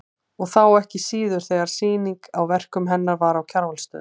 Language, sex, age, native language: Icelandic, female, 40-49, Icelandic